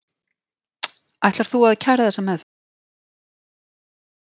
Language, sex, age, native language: Icelandic, female, 40-49, Icelandic